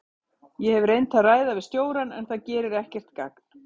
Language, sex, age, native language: Icelandic, female, 50-59, Icelandic